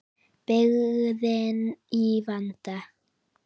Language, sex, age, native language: Icelandic, female, 9, Icelandic